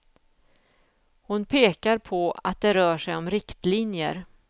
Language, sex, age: Swedish, female, 49